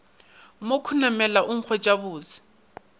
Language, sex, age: Northern Sotho, male, 22